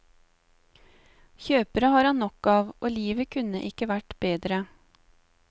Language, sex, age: Norwegian, female, 35